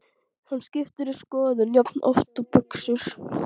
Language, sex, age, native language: Icelandic, female, 12, Icelandic